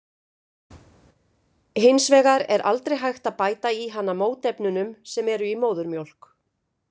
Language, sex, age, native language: Icelandic, female, 50-59, Icelandic